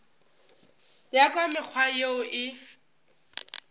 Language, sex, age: Northern Sotho, female, 18